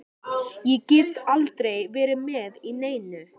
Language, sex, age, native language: Icelandic, male, 13, Icelandic